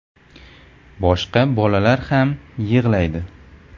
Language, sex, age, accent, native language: Uzbek, male, 18-24, Farg'ona, Uzbek